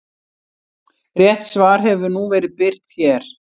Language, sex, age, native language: Icelandic, female, 60-69, Icelandic